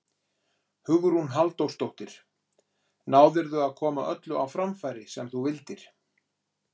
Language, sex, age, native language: Icelandic, male, 40-49, Icelandic